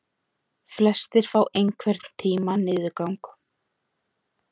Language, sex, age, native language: Icelandic, female, 40-49, Icelandic